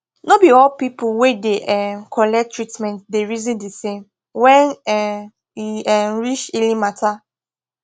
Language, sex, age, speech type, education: Nigerian Pidgin, female, 15-29, spontaneous, tertiary